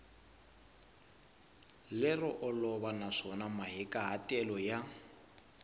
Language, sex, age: Tsonga, male, 20